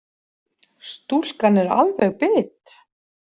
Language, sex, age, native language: Icelandic, female, 40-49, Icelandic